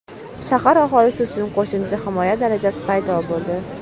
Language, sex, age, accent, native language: Uzbek, female, under 19, Toshkent viloyati, Uzbek